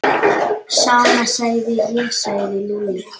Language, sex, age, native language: Icelandic, female, 8, Icelandic